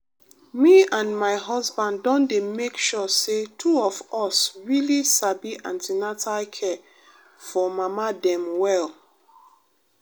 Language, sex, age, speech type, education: Nigerian Pidgin, female, 30-45, spontaneous, tertiary